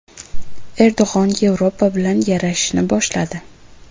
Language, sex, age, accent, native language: Uzbek, female, 18-24, Buxoro, Uzbek